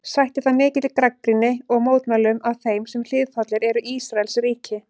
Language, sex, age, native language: Icelandic, female, 30-39, Icelandic